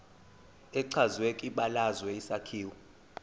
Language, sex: Zulu, male